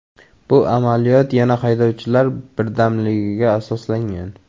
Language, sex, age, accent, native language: Uzbek, male, 18-24, Samarqand, Uzbek